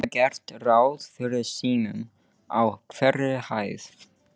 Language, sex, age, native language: Icelandic, male, 15, English